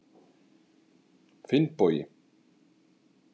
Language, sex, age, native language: Icelandic, male, 30-39, Icelandic